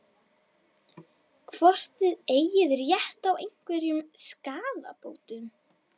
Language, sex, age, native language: Icelandic, female, 11, Icelandic